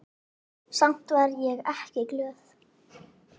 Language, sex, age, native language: Icelandic, female, 9, Icelandic